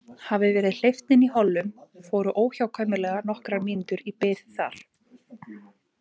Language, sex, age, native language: Icelandic, female, 20-29, Icelandic